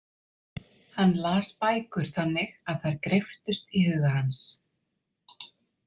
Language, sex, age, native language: Icelandic, female, 30-39, Icelandic